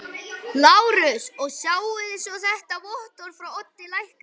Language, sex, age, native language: Icelandic, male, 11, Icelandic